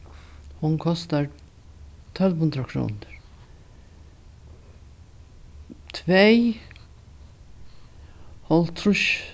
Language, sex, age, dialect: Faroese, female, 61+, Norðurstreymoy/Eysturoy